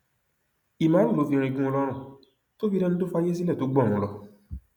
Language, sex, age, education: Yoruba, male, 30-45, tertiary